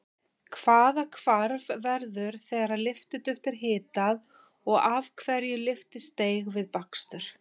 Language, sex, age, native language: Icelandic, female, 50-59, Icelandic